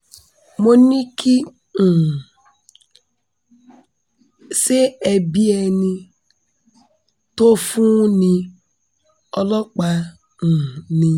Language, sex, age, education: Yoruba, female, 15-29, tertiary